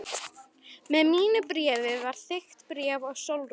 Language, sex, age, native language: Icelandic, female, 11, Icelandic